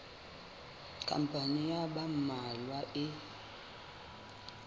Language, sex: Southern Sotho, female